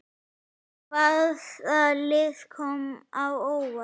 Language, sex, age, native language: Icelandic, male, 9, Icelandic